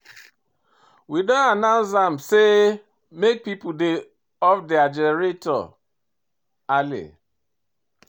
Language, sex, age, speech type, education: Nigerian Pidgin, male, 46-60, read, tertiary